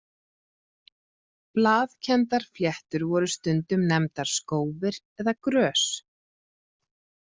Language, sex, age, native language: Icelandic, female, 40-49, Icelandic